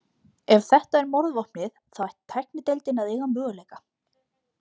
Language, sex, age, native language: Icelandic, female, 20-29, Icelandic